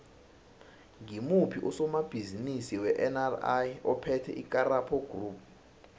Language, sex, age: South Ndebele, male, 19